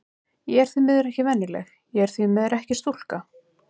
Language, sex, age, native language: Icelandic, female, 30-39, Icelandic